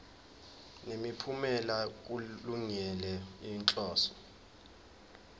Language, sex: Zulu, male